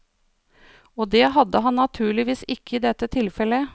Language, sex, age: Norwegian, female, 49